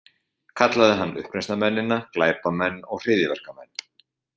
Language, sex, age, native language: Icelandic, male, 40-49, Icelandic